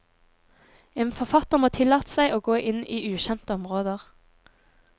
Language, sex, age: Norwegian, female, 23